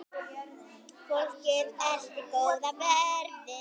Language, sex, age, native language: Icelandic, female, 10, Icelandic